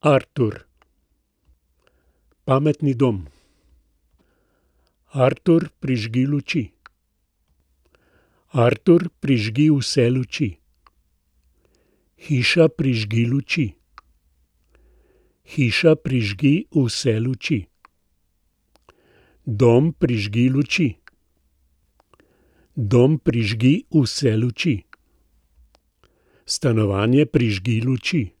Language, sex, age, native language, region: Slovenian, male, 60+, Slovenian, Central Slovenia